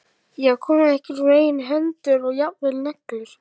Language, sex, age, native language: Icelandic, male, 11, Icelandic